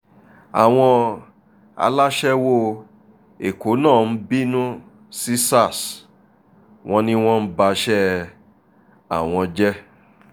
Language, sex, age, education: Yoruba, male, 30-45, tertiary